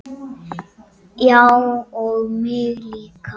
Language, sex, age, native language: Icelandic, male, 9, Icelandic